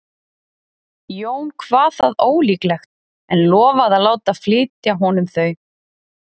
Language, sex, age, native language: Icelandic, female, 30-39, Icelandic